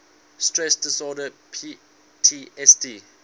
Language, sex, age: English, male, 19